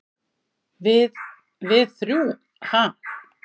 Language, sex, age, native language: Icelandic, female, 50-59, Icelandic